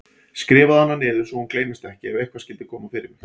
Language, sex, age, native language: Icelandic, male, 40-49, Icelandic